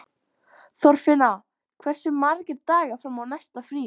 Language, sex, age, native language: Icelandic, female, 12, Icelandic